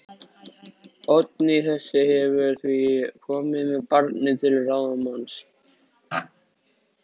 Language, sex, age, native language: Icelandic, male, 13, Icelandic